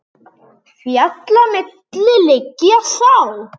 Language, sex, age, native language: Icelandic, male, 9, Icelandic